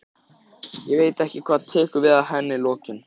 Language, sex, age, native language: Icelandic, male, 14, Icelandic